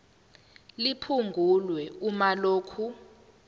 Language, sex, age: Zulu, female, 19